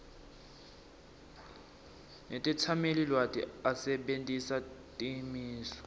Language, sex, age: Swati, male, 19